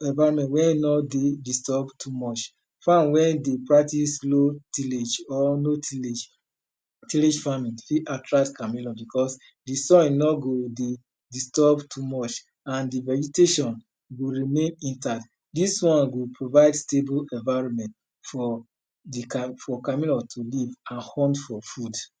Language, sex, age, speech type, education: Nigerian Pidgin, male, 30-45, spontaneous, tertiary